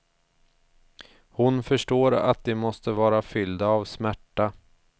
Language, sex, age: Swedish, male, 34